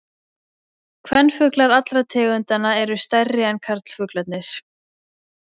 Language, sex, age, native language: Icelandic, female, 20-29, Icelandic